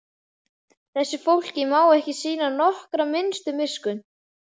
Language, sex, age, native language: Icelandic, male, 11, Icelandic